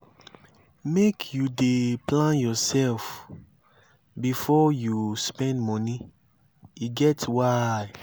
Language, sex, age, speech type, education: Nigerian Pidgin, male, 15-29, spontaneous, tertiary